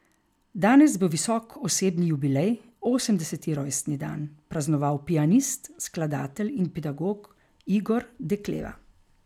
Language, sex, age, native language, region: Slovenian, female, 50-59, Slovenian, Carinthia region